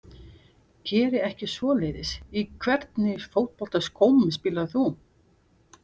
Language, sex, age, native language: Icelandic, female, 40-49, Portuguese